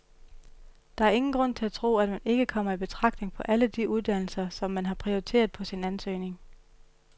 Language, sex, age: Danish, female, 31